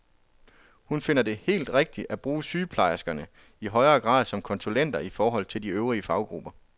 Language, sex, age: Danish, male, 33